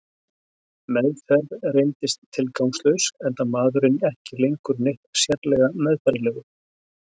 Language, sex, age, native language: Icelandic, male, 60-69, Icelandic